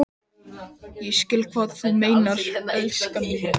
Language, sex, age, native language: Icelandic, male, 13, Icelandic